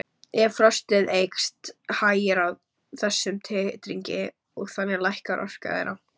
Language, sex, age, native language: Icelandic, male, 40-49, Icelandic